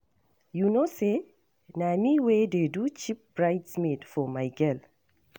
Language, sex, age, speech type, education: Nigerian Pidgin, female, 60+, read, tertiary